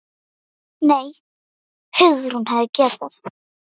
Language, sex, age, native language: Icelandic, female, 9, Icelandic